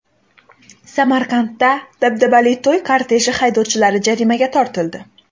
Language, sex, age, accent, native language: Uzbek, female, 18-24, Xorazm, Uzbek